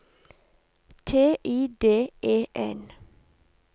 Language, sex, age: Norwegian, female, 32